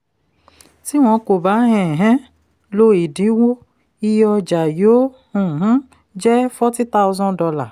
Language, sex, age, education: Yoruba, female, 30-45, tertiary